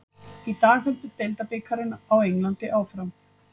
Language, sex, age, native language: Icelandic, female, 50-59, Icelandic